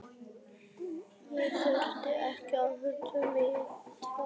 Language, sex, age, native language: Icelandic, male, 11, Icelandic